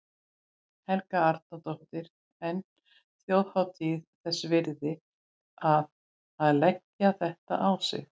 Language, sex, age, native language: Icelandic, female, 60-69, Icelandic